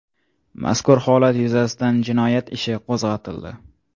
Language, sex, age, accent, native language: Uzbek, male, 18-24, Toshkent shahri, Uzbek